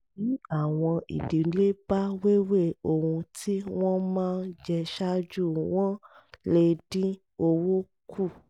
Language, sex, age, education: Yoruba, female, 30-45, tertiary